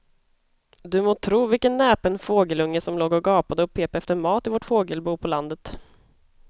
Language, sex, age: Swedish, female, 25